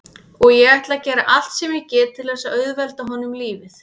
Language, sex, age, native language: Icelandic, female, 30-39, Icelandic